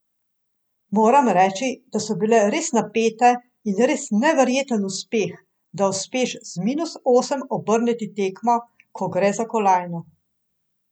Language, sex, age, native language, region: Slovenian, female, 50-59, Slovenian, Central Slovenia